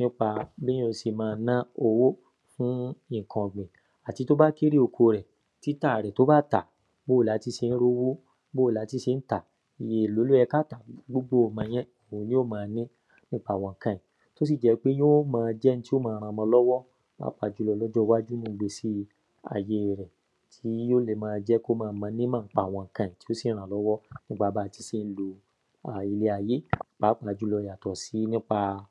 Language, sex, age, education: Yoruba, male, 15-29, tertiary